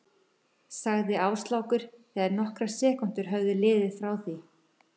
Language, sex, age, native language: Icelandic, female, 11, Icelandic